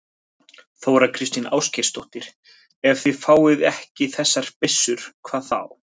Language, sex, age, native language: Icelandic, male, 20-29, Icelandic